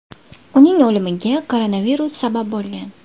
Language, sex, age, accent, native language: Uzbek, female, 19-29, Farg'ona, Uzbek